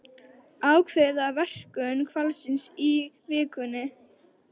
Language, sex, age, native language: Icelandic, female, 18-19, Icelandic